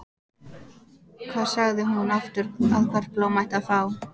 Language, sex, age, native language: Icelandic, female, 14, Icelandic